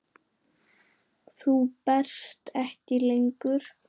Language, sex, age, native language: Icelandic, male, 9, Icelandic